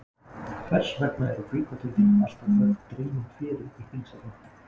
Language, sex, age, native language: Icelandic, male, 20-29, Icelandic